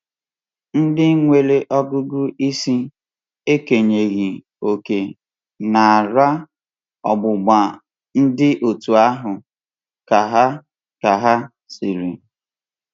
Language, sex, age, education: Igbo, male, 15-29, tertiary